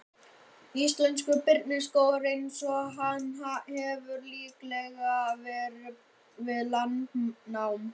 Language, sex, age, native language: Icelandic, male, 11, Icelandic